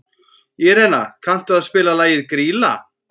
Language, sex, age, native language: Icelandic, female, 14, Icelandic